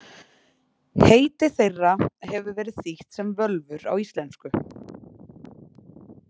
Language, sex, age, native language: Icelandic, female, 20-29, Icelandic